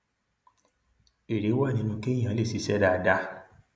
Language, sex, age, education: Yoruba, male, 30-45, tertiary